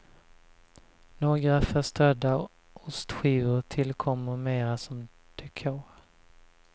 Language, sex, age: Swedish, male, 20